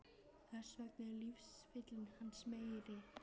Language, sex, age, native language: Icelandic, female, 13, Icelandic